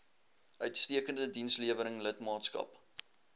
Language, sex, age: Afrikaans, male, 21